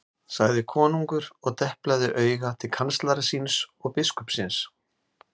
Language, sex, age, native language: Icelandic, male, 40-49, Icelandic